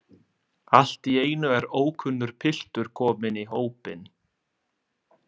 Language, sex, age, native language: Icelandic, male, 20-29, Italian